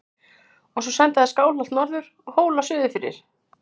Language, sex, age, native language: Icelandic, female, 60-69, Icelandic